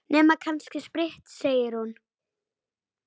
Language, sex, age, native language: Icelandic, female, 9, Icelandic